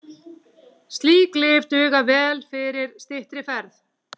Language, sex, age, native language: Icelandic, female, 18-19, Icelandic